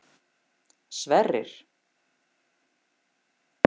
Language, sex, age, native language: Icelandic, female, 50-59, Icelandic